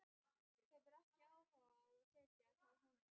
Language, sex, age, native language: Icelandic, female, 12, Icelandic